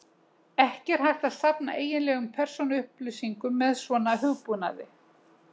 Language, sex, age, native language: Icelandic, female, 60-69, Icelandic